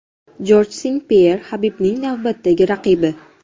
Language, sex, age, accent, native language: Uzbek, female, 12-17, Jizzax, Uzbek